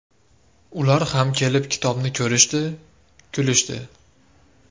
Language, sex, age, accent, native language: Uzbek, male, 18-24, Andijon, Uzbek